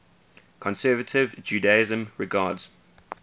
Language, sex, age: English, male, 20